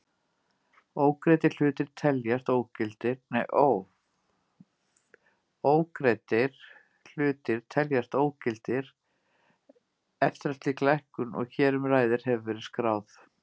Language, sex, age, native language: Icelandic, female, 50-59, Icelandic